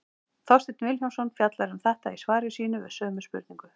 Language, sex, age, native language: Icelandic, female, 40-49, Icelandic